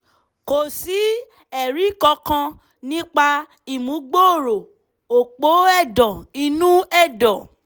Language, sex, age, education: Yoruba, female, 15-29, tertiary